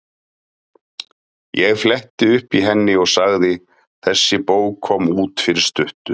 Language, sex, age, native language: Icelandic, male, 30-39, Icelandic